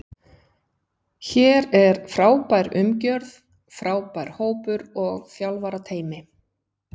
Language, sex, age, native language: Icelandic, female, 50-59, Icelandic